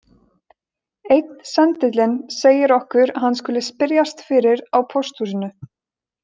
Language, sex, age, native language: Icelandic, female, 20-29, Icelandic